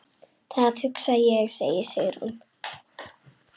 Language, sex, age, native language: Icelandic, male, 6, Icelandic